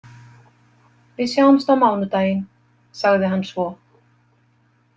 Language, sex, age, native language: Icelandic, female, 50-59, Icelandic